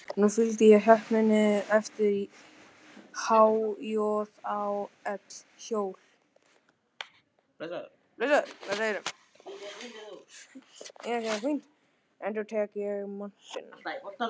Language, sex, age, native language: Icelandic, male, 13, Icelandic